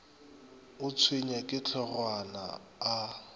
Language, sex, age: Northern Sotho, male, 25